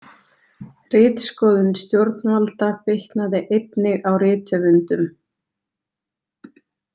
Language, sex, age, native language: Icelandic, female, 20-29, Icelandic